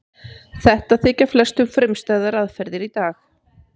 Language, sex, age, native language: Icelandic, female, 50-59, Icelandic